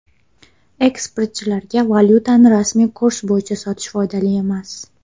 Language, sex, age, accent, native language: Uzbek, female, 19-29, Farg'ona, Uzbek